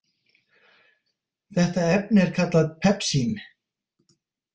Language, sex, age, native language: Icelandic, male, 50-59, Icelandic